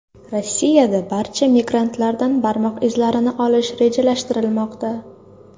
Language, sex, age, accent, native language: Uzbek, female, under 19, Toshkent shahri, Uzbek